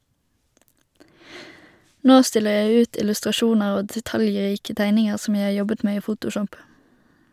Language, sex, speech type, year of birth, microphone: Norwegian, female, read, 1991, Shure